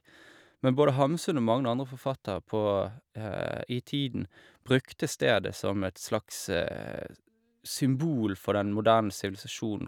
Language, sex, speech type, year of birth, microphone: Norwegian, male, spontaneous, 1983, Shure